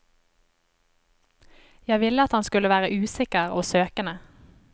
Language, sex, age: Norwegian, female, 25